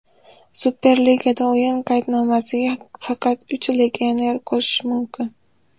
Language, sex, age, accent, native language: Uzbek, female, under 19, Farg'ona, Uzbek